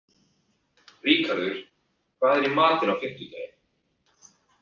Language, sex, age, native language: Icelandic, male, 30-39, Icelandic